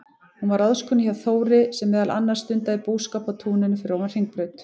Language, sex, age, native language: Icelandic, female, 40-49, Icelandic